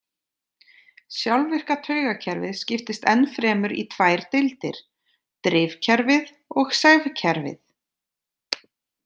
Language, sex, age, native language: Icelandic, female, 30-39, Icelandic